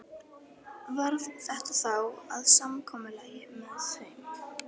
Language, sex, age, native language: Icelandic, female, 11, Icelandic